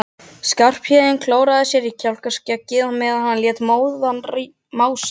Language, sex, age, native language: Icelandic, other, 12, Icelandic